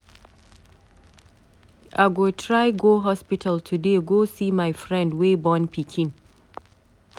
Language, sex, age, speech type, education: Nigerian Pidgin, female, 30-45, read, tertiary